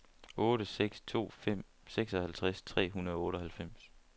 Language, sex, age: Danish, male, 29